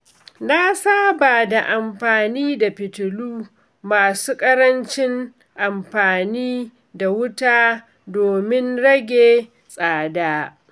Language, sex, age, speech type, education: Hausa, female, 46-60, read, secondary